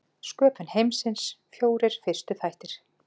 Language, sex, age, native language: Icelandic, female, 40-49, Icelandic